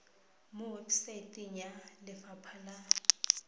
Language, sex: Tswana, female